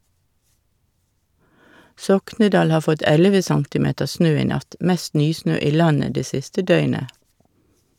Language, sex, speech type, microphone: Norwegian, female, read, Shure